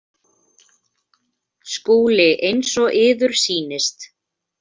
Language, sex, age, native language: Icelandic, female, 20-29, Icelandic